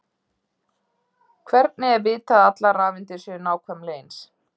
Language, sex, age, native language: Icelandic, female, 30-39, Icelandic